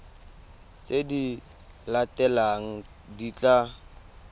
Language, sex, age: Tswana, male, 19